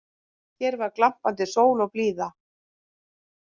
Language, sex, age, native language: Icelandic, female, 50-59, Icelandic